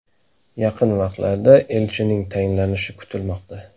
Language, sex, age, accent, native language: Uzbek, male, 18-24, Namangan, Uzbek